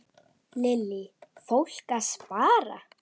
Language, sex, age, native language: Icelandic, female, 9, Icelandic